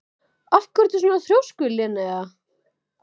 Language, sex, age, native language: Icelandic, female, 20-29, Icelandic